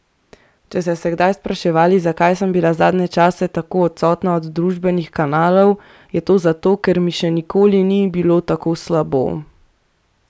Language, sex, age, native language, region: Slovenian, female, 18-29, Slovenian, Central Slovenia